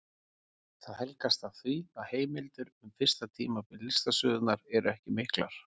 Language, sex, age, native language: Icelandic, male, 40-49, Icelandic